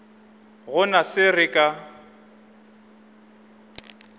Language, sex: Northern Sotho, male